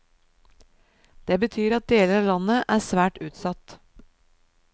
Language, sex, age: Norwegian, female, 37